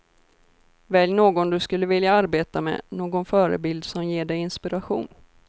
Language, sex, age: Swedish, female, 24